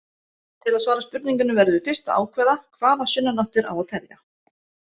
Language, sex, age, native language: Icelandic, female, 30-39, Icelandic